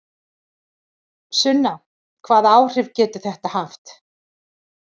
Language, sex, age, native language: Icelandic, female, 40-49, Icelandic